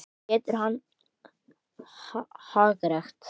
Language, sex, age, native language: Icelandic, male, 9, Icelandic